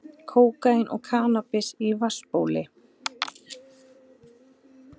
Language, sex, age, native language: Icelandic, female, 20-29, Icelandic